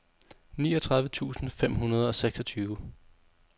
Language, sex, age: Danish, male, 32